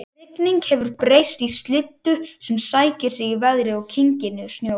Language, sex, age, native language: Icelandic, male, 18-19, Icelandic